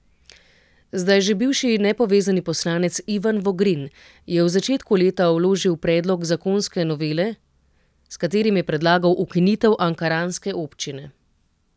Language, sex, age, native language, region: Slovenian, female, 30-49, Slovenian, Central Slovenia